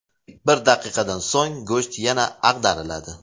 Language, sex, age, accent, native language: Uzbek, male, 35+, Jizzax, Uzbek